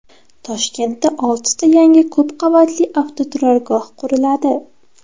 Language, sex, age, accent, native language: Uzbek, female, 12-17, Toshkent viloyati, Uzbek